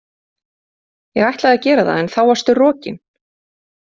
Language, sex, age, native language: Icelandic, female, 30-39, Icelandic